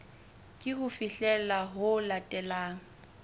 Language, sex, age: Southern Sotho, female, 21